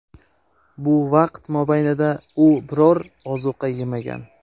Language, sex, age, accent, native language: Uzbek, male, 18-24, Qashqadaryo, Uzbek